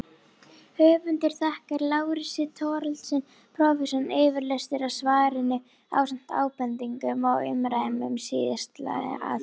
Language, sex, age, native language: Icelandic, female, 40-49, Icelandic